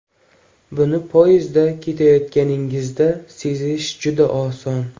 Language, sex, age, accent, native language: Uzbek, male, 18-24, Samarqand, Uzbek